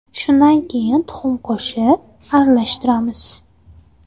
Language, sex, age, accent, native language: Uzbek, female, 18-24, Surxondaryo, Uzbek